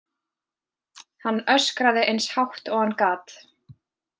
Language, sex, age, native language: Icelandic, female, 20-29, Icelandic